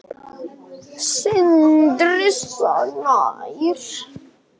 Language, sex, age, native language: Icelandic, male, 10, Icelandic